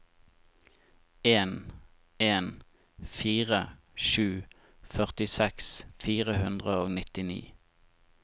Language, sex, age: Norwegian, male, 25